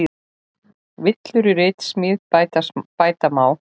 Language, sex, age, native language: Icelandic, male, 10, Icelandic